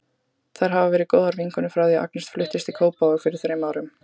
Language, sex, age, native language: Icelandic, female, 18-19, Icelandic